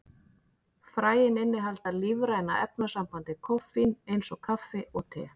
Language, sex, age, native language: Icelandic, female, 40-49, Icelandic